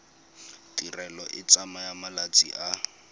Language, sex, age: Tswana, male, 22